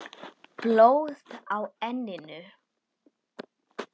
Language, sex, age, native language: Icelandic, female, 10, Icelandic